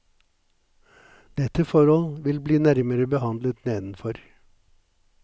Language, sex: Norwegian, male